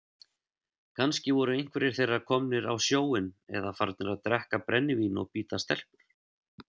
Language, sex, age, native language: Icelandic, male, 30-39, Icelandic